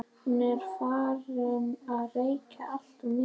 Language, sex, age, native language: Icelandic, female, 11, Icelandic